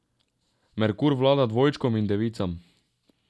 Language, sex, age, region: Slovenian, male, 18-29, Drava region